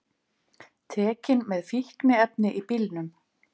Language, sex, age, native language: Icelandic, female, 50-59, Icelandic